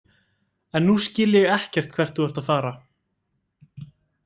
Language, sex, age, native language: Icelandic, male, 18-19, Icelandic